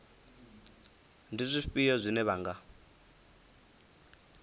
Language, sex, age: Venda, male, 19